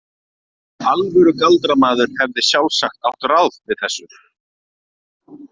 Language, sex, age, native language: Icelandic, male, 20-29, Icelandic